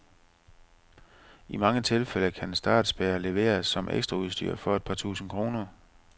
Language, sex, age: Danish, male, 45